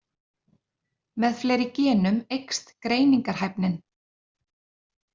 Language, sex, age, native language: Icelandic, female, 30-39, Icelandic